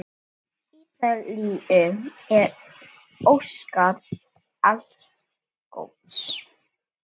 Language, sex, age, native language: Icelandic, male, 7, Icelandic